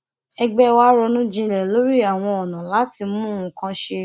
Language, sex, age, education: Yoruba, female, 15-29, tertiary